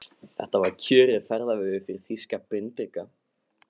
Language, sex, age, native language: Icelandic, male, 15, Icelandic